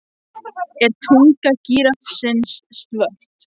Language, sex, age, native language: Icelandic, other, 18-19, Icelandic